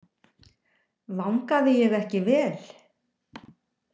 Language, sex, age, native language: Icelandic, female, 60-69, Icelandic